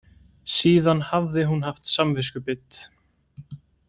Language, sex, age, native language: Icelandic, male, 18-19, Icelandic